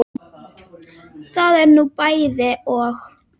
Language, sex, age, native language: Icelandic, male, 8, Icelandic